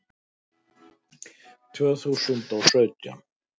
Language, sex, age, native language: Icelandic, male, 60-69, Icelandic